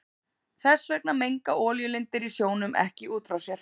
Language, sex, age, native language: Icelandic, female, 30-39, Icelandic